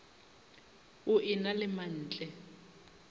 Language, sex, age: Northern Sotho, female, 25